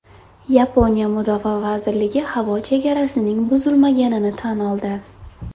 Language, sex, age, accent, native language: Uzbek, female, 18-24, Buxoro, Uzbek